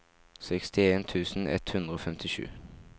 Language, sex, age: Norwegian, male, 17